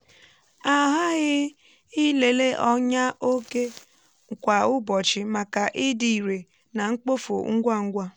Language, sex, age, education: Igbo, female, 15-29, tertiary